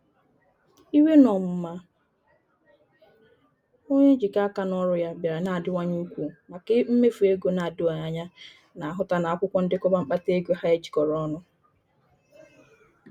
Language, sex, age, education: Igbo, female, 30-45, tertiary